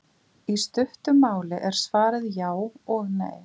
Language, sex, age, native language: Icelandic, female, 40-49, Icelandic